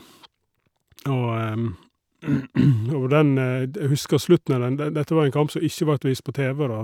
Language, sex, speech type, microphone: Norwegian, male, spontaneous, Shure